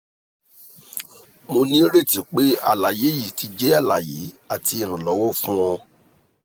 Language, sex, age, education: Yoruba, male, 30-45, tertiary